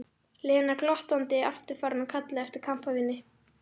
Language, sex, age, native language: Icelandic, female, 11, Icelandic